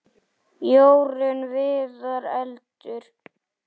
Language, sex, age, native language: Icelandic, male, 8, Icelandic